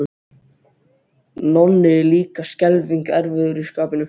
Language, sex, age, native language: Icelandic, other, 12, Icelandic